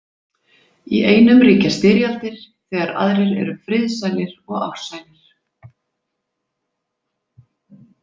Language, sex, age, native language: Icelandic, female, 50-59, Icelandic